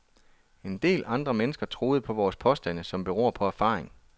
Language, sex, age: Danish, male, 33